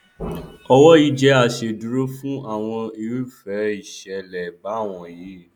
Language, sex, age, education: Yoruba, male, 15-29, tertiary